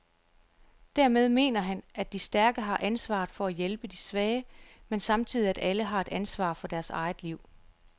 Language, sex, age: Danish, female, 34